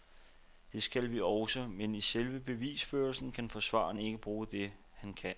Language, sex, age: Danish, male, 29